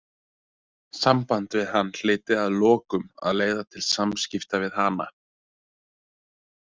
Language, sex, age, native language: Icelandic, male, 20-29, Icelandic